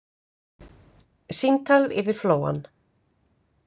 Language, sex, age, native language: Icelandic, female, 50-59, Icelandic